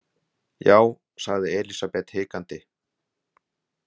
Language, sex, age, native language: Icelandic, male, 60-69, Icelandic